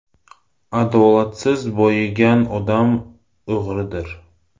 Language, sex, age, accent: Uzbek, male, 18-24, Samarqand